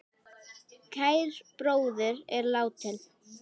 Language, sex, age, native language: Icelandic, female, 10, Icelandic